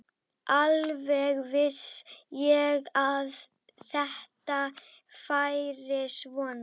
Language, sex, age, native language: Icelandic, female, 12, Icelandic